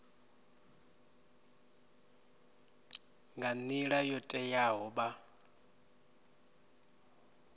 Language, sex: Venda, male